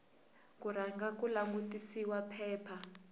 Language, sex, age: Tsonga, female, 18